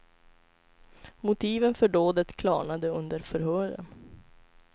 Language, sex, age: Swedish, female, 25